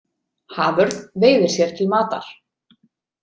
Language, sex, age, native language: Icelandic, female, 30-39, Icelandic